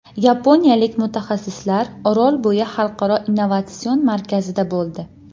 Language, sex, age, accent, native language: Uzbek, female, 19-29, Andijon, Uzbek